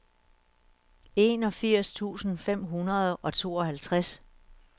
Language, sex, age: Danish, female, 61